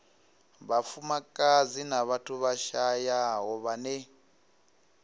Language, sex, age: Venda, male, 19